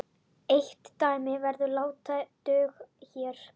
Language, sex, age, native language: Icelandic, male, 30-39, Icelandic